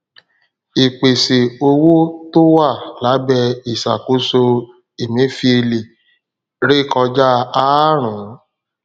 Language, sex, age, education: Yoruba, male, 30-45, tertiary